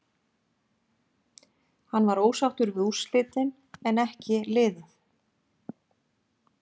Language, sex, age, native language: Icelandic, female, 50-59, Icelandic